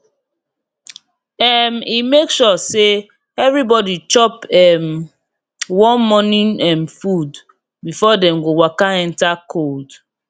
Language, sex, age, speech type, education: Nigerian Pidgin, female, 30-45, spontaneous, tertiary